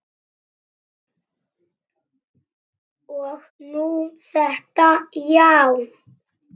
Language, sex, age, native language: Icelandic, male, 7, Icelandic